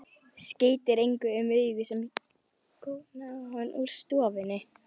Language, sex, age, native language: Icelandic, female, 11, Icelandic